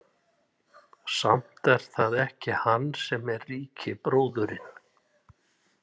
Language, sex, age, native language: Icelandic, male, 60-69, Icelandic